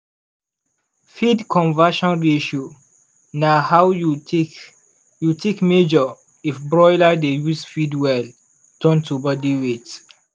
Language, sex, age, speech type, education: Nigerian Pidgin, male, 15-29, spontaneous, secondary